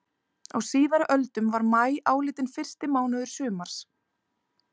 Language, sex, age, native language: Icelandic, female, 30-39, Icelandic